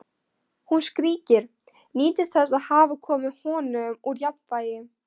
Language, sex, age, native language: Icelandic, female, 13, Polish